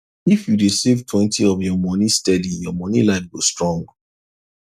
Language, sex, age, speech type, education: Nigerian Pidgin, male, 30-45, spontaneous, tertiary